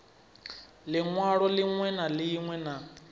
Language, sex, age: Venda, male, 25